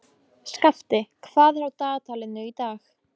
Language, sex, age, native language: Icelandic, female, 15, Polish